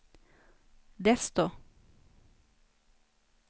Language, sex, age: Swedish, female, 29